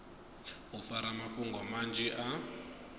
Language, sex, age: Venda, male, 22